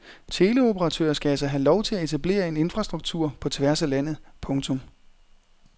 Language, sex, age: Danish, male, 30